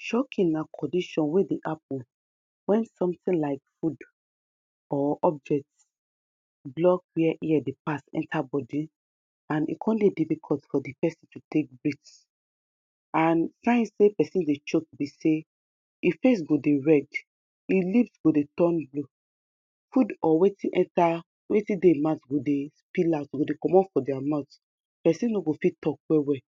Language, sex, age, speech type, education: Nigerian Pidgin, female, 30-45, spontaneous, tertiary